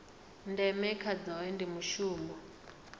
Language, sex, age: Venda, female, 39